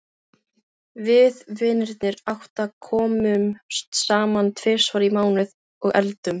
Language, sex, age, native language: Icelandic, female, 15, Filipino